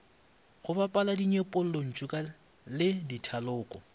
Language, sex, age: Northern Sotho, male, 25